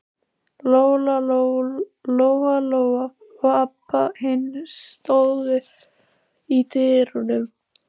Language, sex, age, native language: Icelandic, female, 13, Icelandic